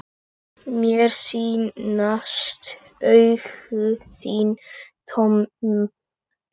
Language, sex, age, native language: Icelandic, male, 8, Icelandic